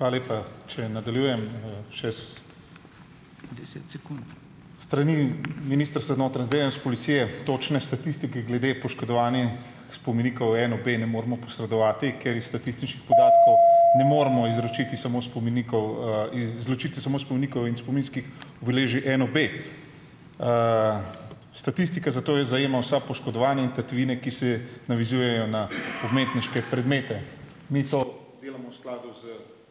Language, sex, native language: Slovenian, male, Slovenian